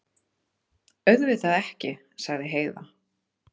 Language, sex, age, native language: Icelandic, female, 30-39, Icelandic